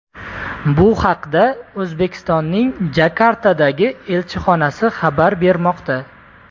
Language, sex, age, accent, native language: Uzbek, male, 18-24, Toshkent viloyati, Uzbek